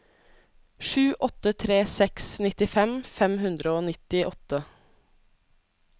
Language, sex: Norwegian, female